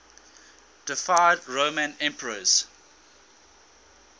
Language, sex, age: English, male, 19